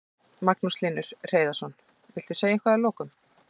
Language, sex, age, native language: Icelandic, female, 40-49, Icelandic